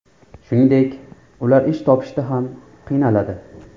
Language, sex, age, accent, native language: Uzbek, male, 25-34, Namangan, Uzbek